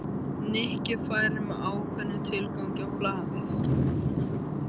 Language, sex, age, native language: Icelandic, male, 13, Icelandic